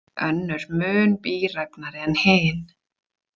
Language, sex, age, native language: Icelandic, female, 40-49, Icelandic